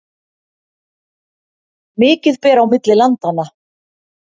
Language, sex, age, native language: Icelandic, female, 50-59, Icelandic